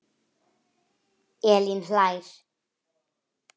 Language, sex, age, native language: Icelandic, female, 9, Icelandic